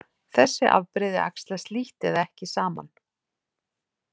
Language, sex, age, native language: Icelandic, female, 40-49, Icelandic